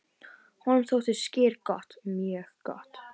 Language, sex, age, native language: Icelandic, female, 18-19, Icelandic